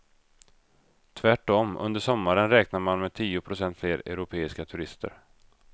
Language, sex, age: Swedish, male, 32